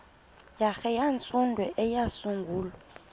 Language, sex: Xhosa, female